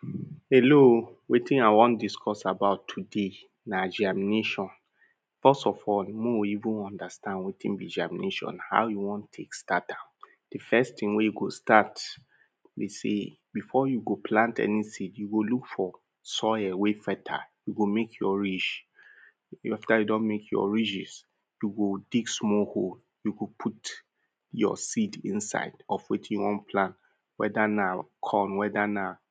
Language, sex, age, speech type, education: Nigerian Pidgin, male, 30-45, spontaneous, tertiary